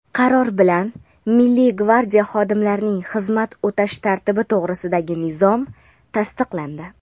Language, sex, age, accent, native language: Uzbek, female, under 19, Andijon, Uzbek